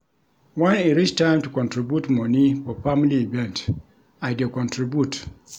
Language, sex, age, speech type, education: Nigerian Pidgin, male, 46-60, read, tertiary